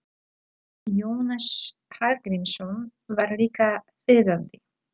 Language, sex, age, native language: Icelandic, female, 30-39, Polish